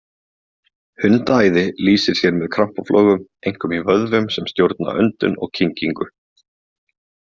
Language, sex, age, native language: Icelandic, male, 20-29, Icelandic